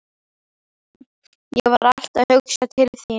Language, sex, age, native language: Icelandic, female, 11, Icelandic